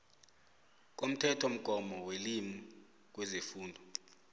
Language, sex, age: South Ndebele, male, 25